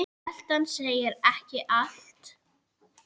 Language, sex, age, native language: Icelandic, female, 10, Icelandic